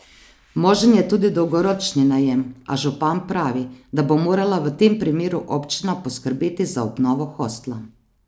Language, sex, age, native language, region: Slovenian, female, 30-49, Slovenian, Savinja region